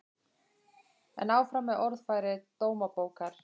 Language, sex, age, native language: Icelandic, female, 20-29, Icelandic